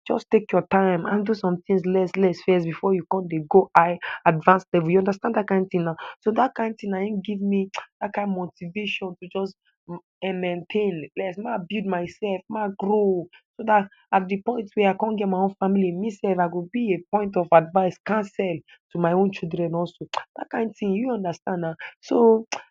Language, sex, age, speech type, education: Nigerian Pidgin, male, 15-29, spontaneous, tertiary